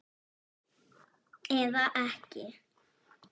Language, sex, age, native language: Icelandic, male, 6, Icelandic